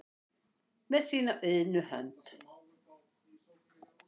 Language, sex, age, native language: Icelandic, female, 60-69, Icelandic